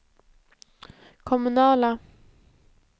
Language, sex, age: Swedish, female, 20